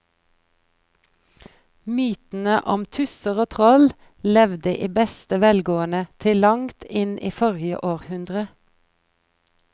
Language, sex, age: Norwegian, female, 43